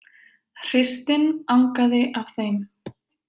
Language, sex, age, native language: Icelandic, female, 20-29, Icelandic